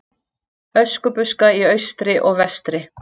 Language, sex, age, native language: Icelandic, female, 40-49, Icelandic